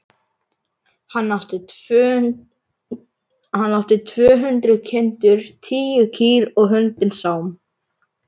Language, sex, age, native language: Icelandic, male, 11, Icelandic